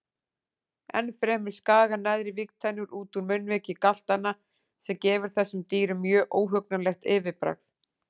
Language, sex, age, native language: Icelandic, female, 40-49, Icelandic